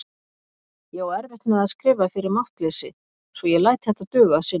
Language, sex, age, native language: Icelandic, female, 50-59, Icelandic